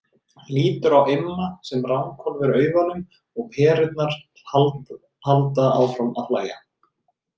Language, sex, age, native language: Icelandic, male, 30-39, Icelandic